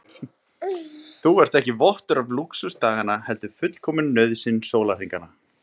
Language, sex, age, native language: Icelandic, male, 30-39, Icelandic